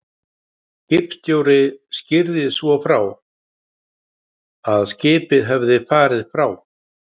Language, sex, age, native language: Icelandic, male, 50-59, Icelandic